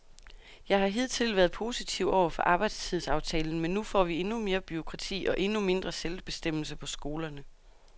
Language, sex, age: Danish, female, 32